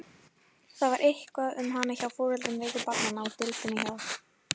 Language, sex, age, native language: Icelandic, female, 18-19, Icelandic